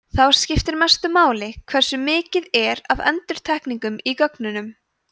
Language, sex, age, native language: Icelandic, female, 20-29, Icelandic